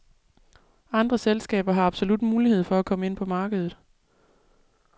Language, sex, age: Danish, female, 37